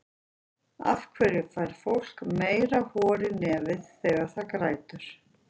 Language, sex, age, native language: Icelandic, female, 40-49, Icelandic